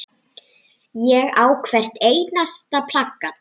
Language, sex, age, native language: Icelandic, male, 9, Icelandic